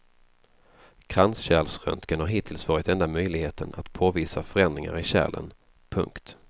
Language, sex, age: Swedish, male, 33